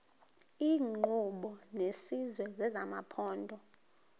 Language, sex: Xhosa, female